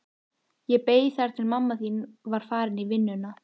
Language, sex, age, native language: Icelandic, female, 14, Icelandic